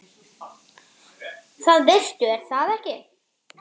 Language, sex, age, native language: Icelandic, female, 7, Icelandic